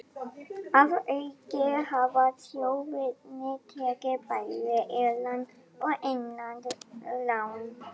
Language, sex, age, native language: Icelandic, female, 11, Icelandic